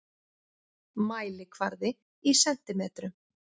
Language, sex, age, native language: Icelandic, female, 40-49, Icelandic